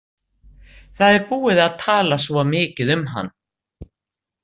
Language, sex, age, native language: Icelandic, female, 60-69, Icelandic